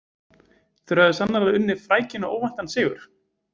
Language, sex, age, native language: Icelandic, male, 20-29, Icelandic